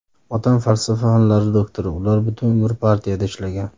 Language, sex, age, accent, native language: Uzbek, male, 30-39, Farg'ona, Uzbek